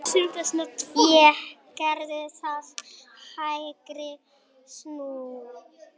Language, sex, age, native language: Icelandic, female, 18-19, Icelandic